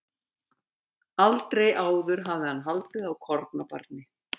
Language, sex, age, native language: Icelandic, female, 70-79, Icelandic